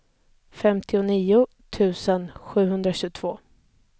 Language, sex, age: Swedish, female, 20